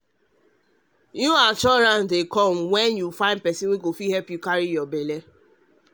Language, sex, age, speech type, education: Nigerian Pidgin, male, 30-45, spontaneous, tertiary